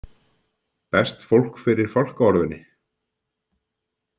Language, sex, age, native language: Icelandic, male, 50-59, Icelandic